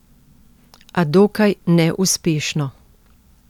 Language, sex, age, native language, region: Slovenian, female, 50-59, Slovenian, Central Slovenia